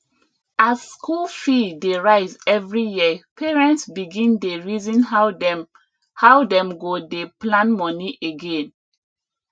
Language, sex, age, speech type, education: Nigerian Pidgin, female, 30-45, spontaneous, tertiary